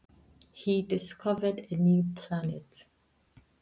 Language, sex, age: Icelandic, female, 20-29